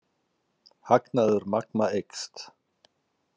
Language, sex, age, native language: Icelandic, male, 40-49, Icelandic